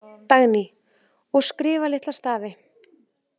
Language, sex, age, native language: Icelandic, female, 30-39, Icelandic